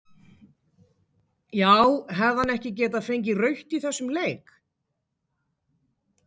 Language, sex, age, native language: Icelandic, female, 18-19, Icelandic